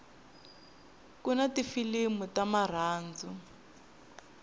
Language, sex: Tsonga, female